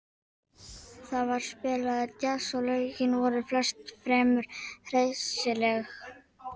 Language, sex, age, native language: Icelandic, female, 12, Icelandic